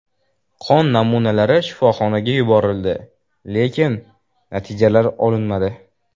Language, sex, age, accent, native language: Uzbek, male, 12-17, Jizzax, Uzbek